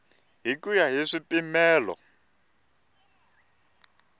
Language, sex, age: Tsonga, male, 24